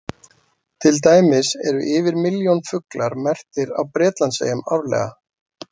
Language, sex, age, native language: Icelandic, male, 40-49, Icelandic